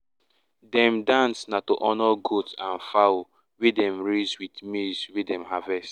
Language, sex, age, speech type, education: Nigerian Pidgin, male, 15-29, spontaneous, secondary